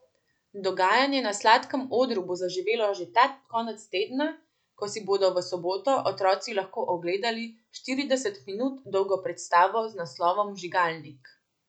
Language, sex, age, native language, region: Slovenian, female, 18-29, Slovenian, Central Slovenia